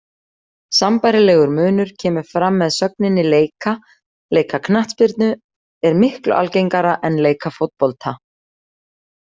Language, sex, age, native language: Icelandic, female, 40-49, Icelandic